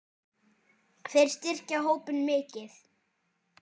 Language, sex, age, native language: Icelandic, male, 10, Icelandic